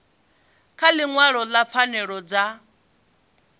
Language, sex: Venda, female